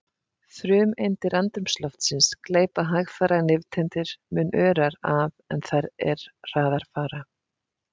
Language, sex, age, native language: Icelandic, female, 50-59, Icelandic